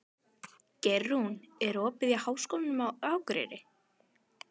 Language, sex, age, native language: Icelandic, female, 12, Icelandic